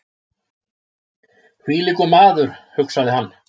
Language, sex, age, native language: Icelandic, male, 60-69, Icelandic